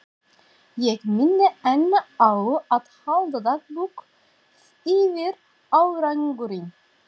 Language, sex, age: Icelandic, female, 40-49